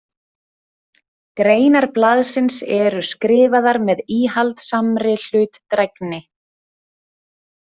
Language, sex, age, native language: Icelandic, female, 30-39, Icelandic